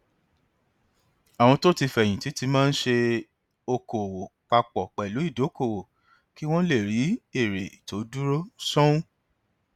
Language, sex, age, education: Yoruba, male, 30-45, tertiary